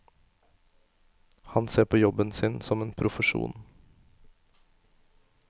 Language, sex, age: Norwegian, male, 24